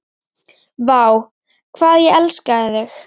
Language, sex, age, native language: Icelandic, female, 10, Icelandic